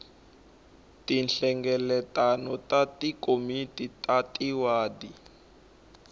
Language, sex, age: Tsonga, male, 19